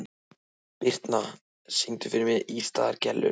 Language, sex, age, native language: Icelandic, male, 14, Icelandic